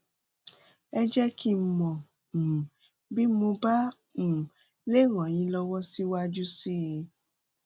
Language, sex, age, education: Yoruba, female, 15-29, tertiary